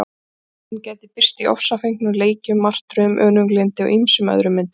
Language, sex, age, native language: Icelandic, female, 40-49, Icelandic